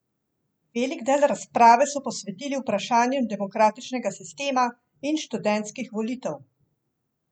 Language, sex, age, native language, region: Slovenian, female, 50-59, Slovenian, Central Slovenia